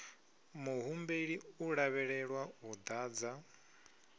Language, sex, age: Venda, male, 22